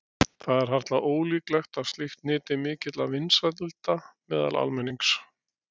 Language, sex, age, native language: Icelandic, male, 60-69, Icelandic